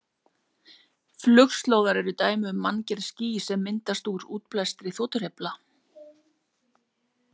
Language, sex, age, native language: Icelandic, female, 40-49, Icelandic